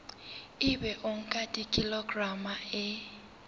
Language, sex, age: Southern Sotho, female, 19